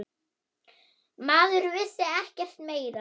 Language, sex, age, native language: Icelandic, female, 9, German